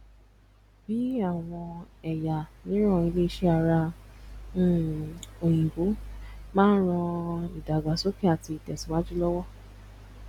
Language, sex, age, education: Yoruba, female, 15-29, tertiary